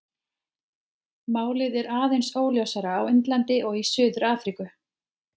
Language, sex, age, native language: Icelandic, female, 30-39, Icelandic